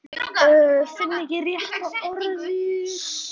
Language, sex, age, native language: Icelandic, male, 10, Icelandic